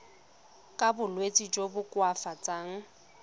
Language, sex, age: Tswana, female, 25